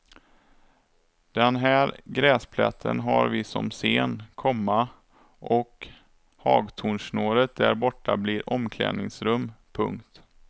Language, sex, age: Swedish, male, 27